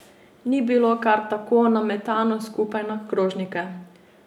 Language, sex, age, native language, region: Slovenian, female, 18-29, Slovenian, Savinja region